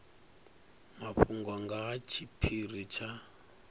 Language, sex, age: Venda, male, 39